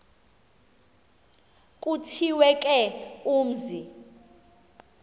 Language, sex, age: Xhosa, female, 24